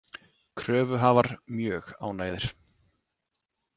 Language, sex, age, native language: Icelandic, male, 30-39, Icelandic